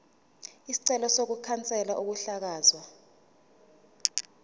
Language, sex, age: Zulu, female, 20